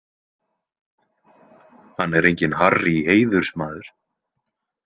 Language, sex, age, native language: Icelandic, male, 20-29, Icelandic